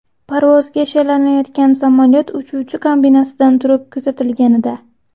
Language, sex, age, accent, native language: Uzbek, female, 12-17, Xorazm, Uzbek